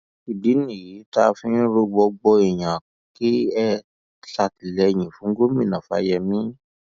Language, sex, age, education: Yoruba, male, 15-29, tertiary